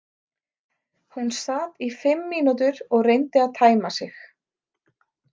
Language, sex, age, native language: Icelandic, female, 30-39, Icelandic